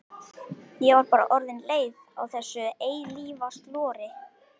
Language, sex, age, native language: Icelandic, male, 11, Icelandic